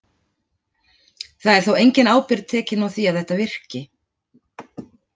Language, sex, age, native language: Icelandic, female, 40-49, Icelandic